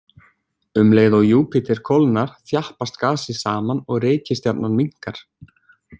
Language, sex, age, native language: Icelandic, male, 20-29, Icelandic